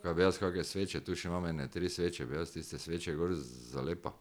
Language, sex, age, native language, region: Slovenian, male, 60+, Slovenian, Drava region